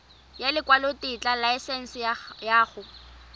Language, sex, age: Tswana, female, 20